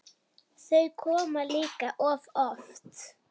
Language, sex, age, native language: Icelandic, female, 8, Icelandic